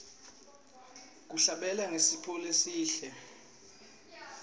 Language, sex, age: Swati, male, 26